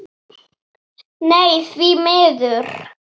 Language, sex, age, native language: Icelandic, female, 7, Icelandic